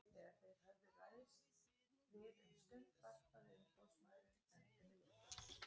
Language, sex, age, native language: Icelandic, female, 40-49, Icelandic